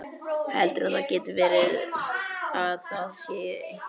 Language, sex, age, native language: Icelandic, male, 11, Icelandic